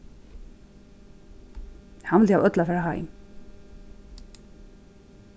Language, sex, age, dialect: Faroese, female, 36-60, Suðurstreymoy